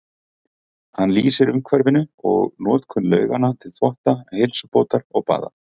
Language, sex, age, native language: Icelandic, male, 40-49, Icelandic